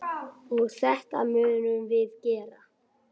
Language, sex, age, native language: Icelandic, female, 8, Icelandic